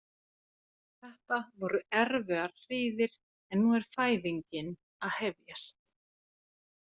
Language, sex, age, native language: Icelandic, female, 40-49, Finnish